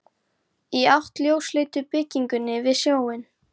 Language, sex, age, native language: Icelandic, female, 11, Icelandic